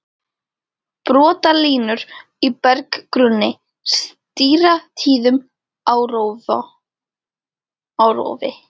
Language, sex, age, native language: Icelandic, female, 13, Icelandic